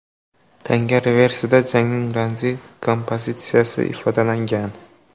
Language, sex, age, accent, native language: Uzbek, male, 18-24, Xorazm, Uzbek